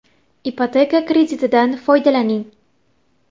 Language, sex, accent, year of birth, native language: Uzbek, female, Toshkent shahri, 1999, Uzbek